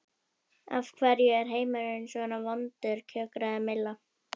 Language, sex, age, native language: Icelandic, female, 11, Icelandic